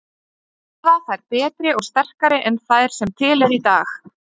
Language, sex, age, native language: Icelandic, female, 30-39, Icelandic